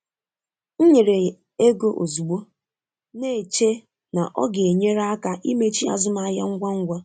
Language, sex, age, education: Igbo, female, 15-29, tertiary